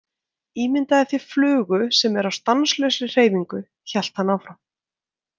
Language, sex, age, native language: Icelandic, female, 20-29, Icelandic